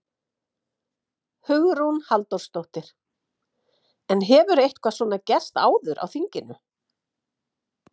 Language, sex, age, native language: Icelandic, female, 50-59, Icelandic